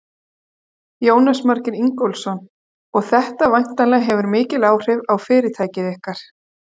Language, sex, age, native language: Icelandic, female, 40-49, Icelandic